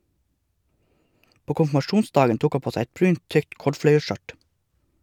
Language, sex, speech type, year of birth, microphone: Norwegian, male, read, 1982, Shure